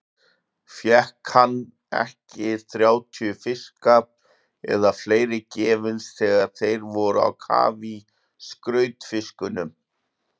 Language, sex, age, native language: Icelandic, male, 40-49, Icelandic